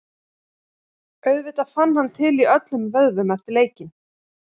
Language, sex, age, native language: Icelandic, female, 18-19, Icelandic